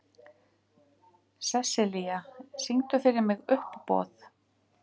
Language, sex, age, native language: Icelandic, female, 50-59, Icelandic